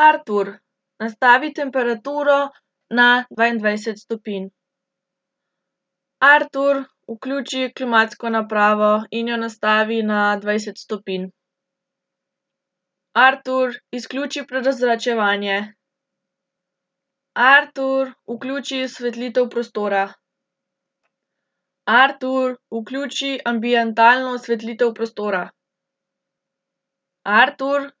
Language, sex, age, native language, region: Slovenian, female, 18-29, Slovenian, Central Slovenia